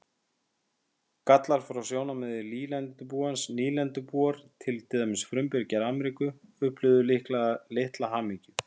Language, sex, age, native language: Icelandic, male, 50-59, Icelandic